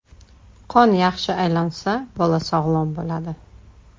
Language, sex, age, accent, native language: Uzbek, female, 35+, Toshkent shahri, Uzbek